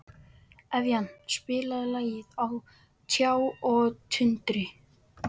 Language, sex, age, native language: Icelandic, male, 12, Icelandic